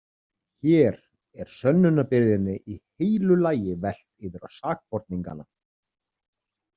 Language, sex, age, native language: Icelandic, male, 30-39, Icelandic